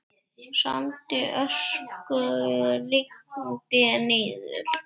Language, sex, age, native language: Icelandic, male, 8, Icelandic